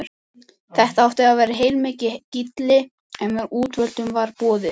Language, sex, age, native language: Icelandic, female, 14, Icelandic